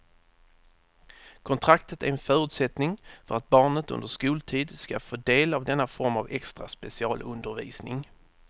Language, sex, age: Swedish, male, 30